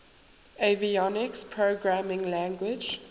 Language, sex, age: English, female, 19